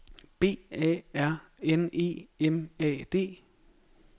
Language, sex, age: Danish, male, 42